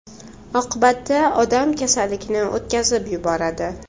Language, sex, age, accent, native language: Uzbek, female, 18-24, Toshkent shahri, Uzbek